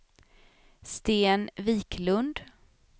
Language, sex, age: Swedish, female, 27